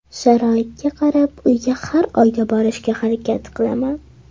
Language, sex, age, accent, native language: Uzbek, female, under 19, Toshkent shahri, Uzbek